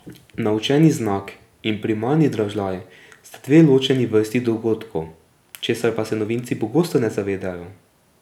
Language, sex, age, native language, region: Slovenian, male, 18-29, Slovenian, Drava region